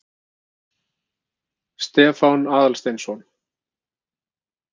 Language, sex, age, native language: Icelandic, male, 50-59, Icelandic